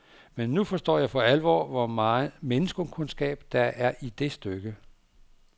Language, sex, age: Danish, male, 59